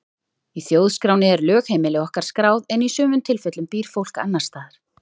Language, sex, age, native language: Icelandic, female, 30-39, Icelandic